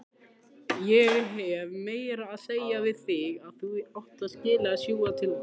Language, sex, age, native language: Icelandic, male, 15, Icelandic